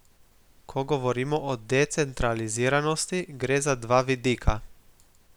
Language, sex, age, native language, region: Slovenian, male, 18-29, Slovenian, Gorica region